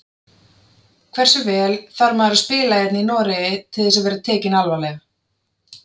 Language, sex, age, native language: Icelandic, female, 30-39, Icelandic